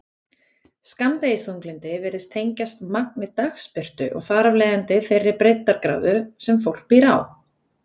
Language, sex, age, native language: Icelandic, female, 20-29, Icelandic